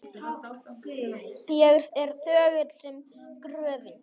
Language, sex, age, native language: Icelandic, male, 8, Icelandic